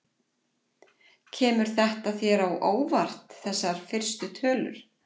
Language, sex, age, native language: Icelandic, female, 40-49, Icelandic